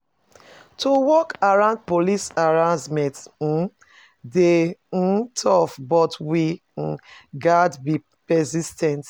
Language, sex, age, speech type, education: Nigerian Pidgin, female, 30-45, spontaneous, tertiary